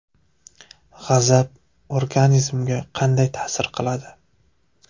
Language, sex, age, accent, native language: Uzbek, male, 19-29, Surxondaryo, Uzbek